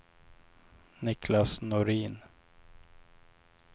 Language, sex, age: Swedish, male, 26